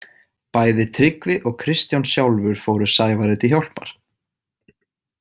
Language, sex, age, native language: Icelandic, male, 18-19, Icelandic